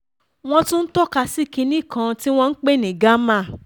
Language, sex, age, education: Yoruba, female, 15-29, tertiary